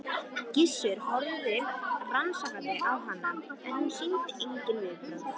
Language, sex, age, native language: Icelandic, female, 13, Icelandic